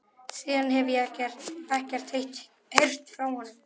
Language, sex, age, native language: Icelandic, male, 11, Icelandic